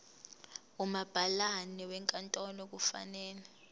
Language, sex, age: Zulu, female, 22